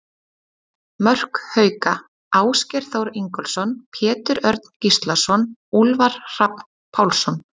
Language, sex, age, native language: Icelandic, female, 30-39, Icelandic